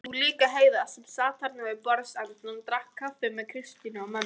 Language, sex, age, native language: Icelandic, female, 20-29, Icelandic